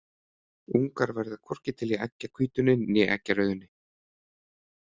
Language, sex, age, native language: Icelandic, male, 30-39, Icelandic